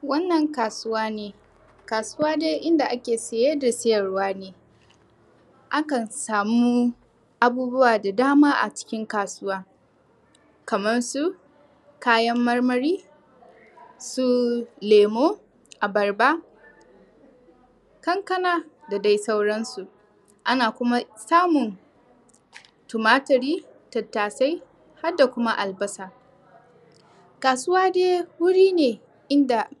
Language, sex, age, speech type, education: Hausa, female, 15-29, spontaneous, tertiary